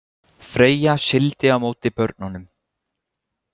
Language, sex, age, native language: Icelandic, male, 20-29, Icelandic